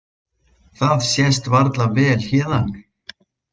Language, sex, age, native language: Icelandic, male, 20-29, Icelandic